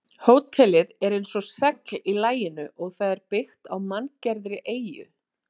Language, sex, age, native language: Icelandic, female, 40-49, Icelandic